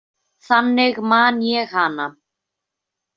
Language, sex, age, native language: Icelandic, female, 20-29, Icelandic